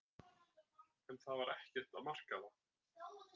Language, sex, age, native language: Icelandic, male, 30-39, Icelandic